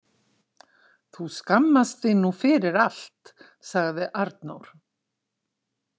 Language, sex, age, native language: Icelandic, female, 60-69, Icelandic